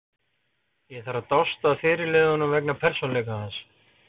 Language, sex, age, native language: Icelandic, male, 40-49, Icelandic